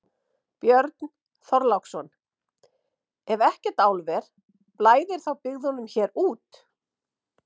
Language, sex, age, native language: Icelandic, female, 50-59, Icelandic